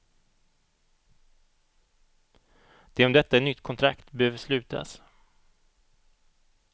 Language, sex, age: Swedish, male, 38